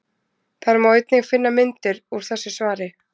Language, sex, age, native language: Icelandic, female, 20-29, Icelandic